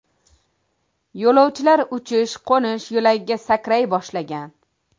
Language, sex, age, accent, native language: Uzbek, female, 25-34, Toshkent viloyati, Uzbek